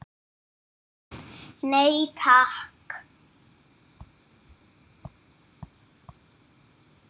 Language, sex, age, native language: Icelandic, female, 8, English